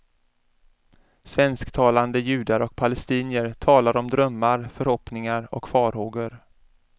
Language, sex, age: Swedish, male, 33